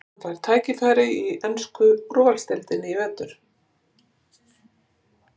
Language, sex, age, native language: Icelandic, female, 60-69, Icelandic